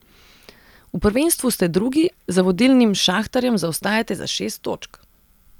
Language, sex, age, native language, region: Slovenian, female, 30-49, Serbian, Central Slovenia